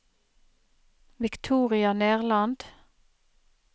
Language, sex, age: Norwegian, female, 30